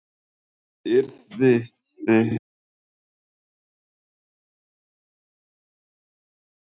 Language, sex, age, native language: Icelandic, male, 18-19, Icelandic